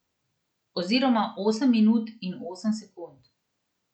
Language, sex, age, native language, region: Slovenian, female, 30-49, Slovenian, Central Slovenia